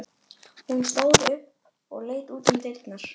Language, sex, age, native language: Icelandic, female, 11, Icelandic